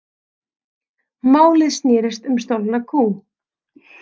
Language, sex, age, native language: Icelandic, female, 30-39, Icelandic